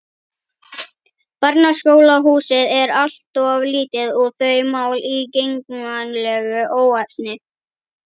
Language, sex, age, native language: Icelandic, female, 11, Icelandic